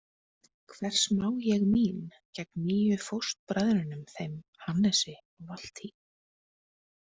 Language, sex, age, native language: Icelandic, female, 20-29, Icelandic